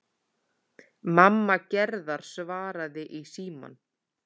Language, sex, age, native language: Icelandic, male, 9, Icelandic